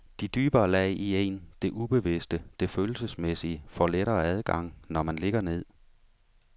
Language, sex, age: Danish, male, 35